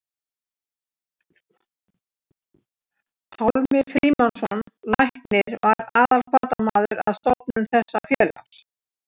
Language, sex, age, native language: Icelandic, female, 60-69, Icelandic